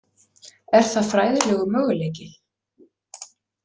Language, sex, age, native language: Icelandic, female, 40-49, Icelandic